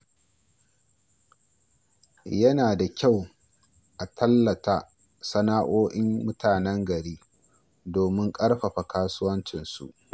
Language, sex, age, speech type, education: Hausa, male, 46-60, read, primary